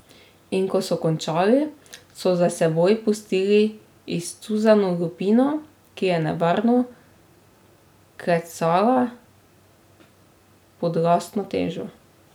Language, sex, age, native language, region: Slovenian, female, 18-29, Slovenian, Drava region